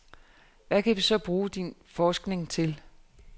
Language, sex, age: Danish, female, 49